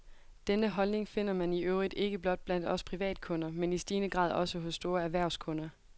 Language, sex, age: Danish, female, 22